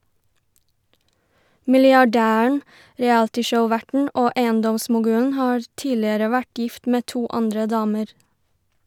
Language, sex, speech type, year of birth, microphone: Norwegian, female, read, 1990, Shure